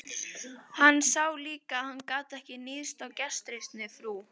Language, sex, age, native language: Icelandic, female, 18-19, Icelandic